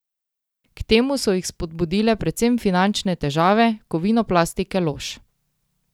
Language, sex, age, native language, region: Slovenian, female, 18-29, Slovenian, Drava region